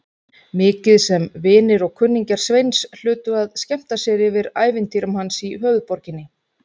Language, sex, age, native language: Icelandic, female, 30-39, Icelandic